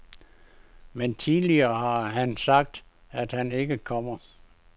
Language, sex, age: Danish, male, 52